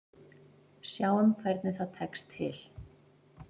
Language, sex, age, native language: Icelandic, female, 40-49, Icelandic